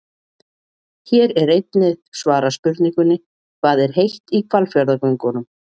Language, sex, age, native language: Icelandic, female, 40-49, Icelandic